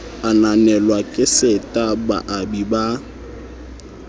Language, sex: Southern Sotho, male